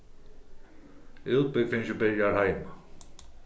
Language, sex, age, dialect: Faroese, male, 36-60, Suðurstreymoy